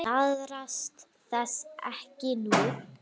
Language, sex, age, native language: Icelandic, female, 9, Icelandic